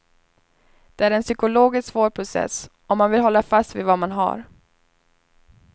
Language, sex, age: Swedish, female, 21